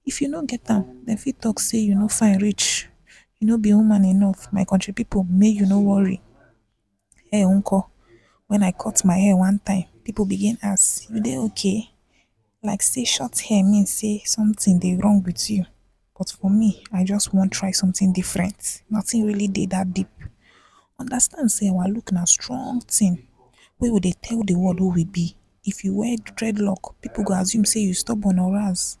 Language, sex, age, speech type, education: Nigerian Pidgin, female, 15-29, spontaneous, tertiary